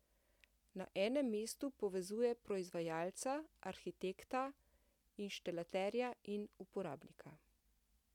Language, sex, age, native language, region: Slovenian, female, 50-59, Slovenian, Central Slovenia